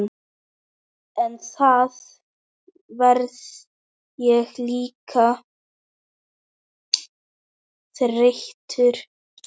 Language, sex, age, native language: Icelandic, male, 12, Icelandic